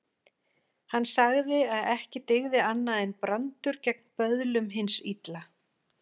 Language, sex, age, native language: Icelandic, female, 40-49, Icelandic